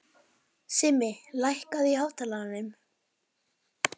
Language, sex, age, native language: Icelandic, female, 12, Icelandic